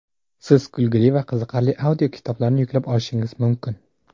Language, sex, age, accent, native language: Uzbek, male, under 19, Jizzax, Uzbek